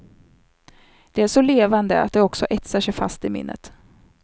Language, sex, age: Swedish, female, 27